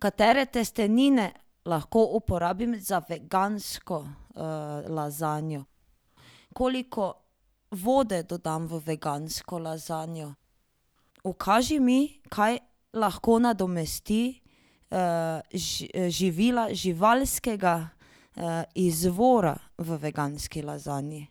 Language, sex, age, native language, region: Slovenian, female, 30-49, Slovenian, Drava region